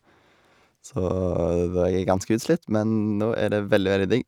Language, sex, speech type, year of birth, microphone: Norwegian, male, spontaneous, 1990, Shure